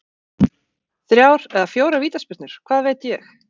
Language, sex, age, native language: Icelandic, female, 40-49, Icelandic